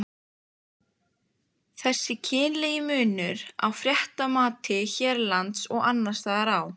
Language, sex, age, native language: Icelandic, female, 15, Icelandic